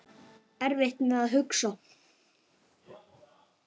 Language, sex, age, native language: Icelandic, male, 9, Icelandic